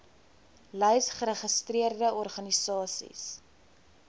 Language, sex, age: Afrikaans, female, 20